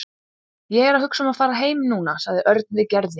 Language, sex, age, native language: Icelandic, female, 20-29, Icelandic